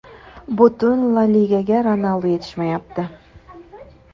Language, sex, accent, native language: Uzbek, female, Andijon, Uzbek